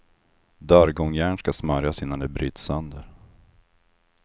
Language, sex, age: Swedish, male, 25